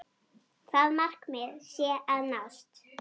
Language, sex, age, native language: Icelandic, female, 8, Icelandic